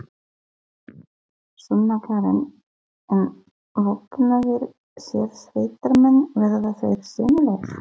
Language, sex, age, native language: Icelandic, female, 40-49, Polish